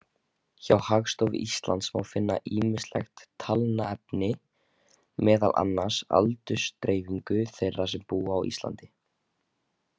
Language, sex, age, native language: Icelandic, male, 18-19, Icelandic